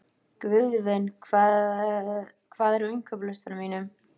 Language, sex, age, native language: Icelandic, female, 20-29, Icelandic